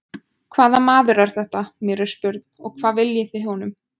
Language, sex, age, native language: Icelandic, female, 20-29, Icelandic